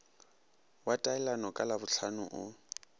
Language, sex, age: Northern Sotho, male, 22